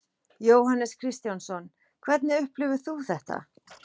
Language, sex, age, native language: Icelandic, female, 40-49, Icelandic